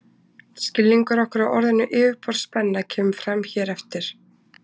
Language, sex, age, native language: Icelandic, female, 20-29, Icelandic